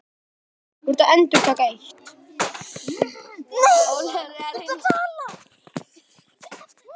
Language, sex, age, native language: Icelandic, male, 10, Icelandic